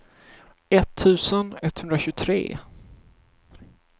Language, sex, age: Swedish, male, 31